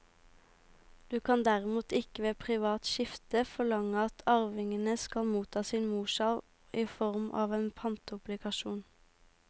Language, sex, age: Norwegian, female, 18